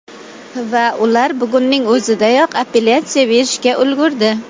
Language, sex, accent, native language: Uzbek, female, Toshkent shahri, Uzbek